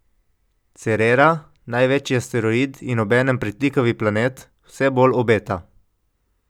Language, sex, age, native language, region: Slovenian, male, 18-29, Slovenian, Coastal Karst region